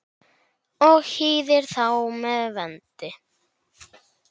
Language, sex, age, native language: Icelandic, male, 10, Icelandic